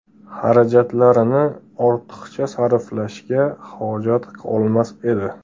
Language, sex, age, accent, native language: Uzbek, male, 18-24, Andijon, Uzbek